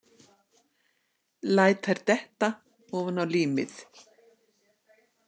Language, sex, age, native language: Icelandic, female, 60-69, Icelandic